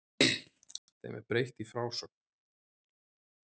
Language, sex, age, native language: Icelandic, male, 30-39, Icelandic